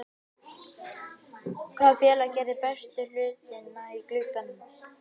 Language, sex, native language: Icelandic, male, Icelandic